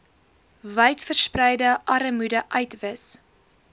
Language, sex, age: Afrikaans, female, 18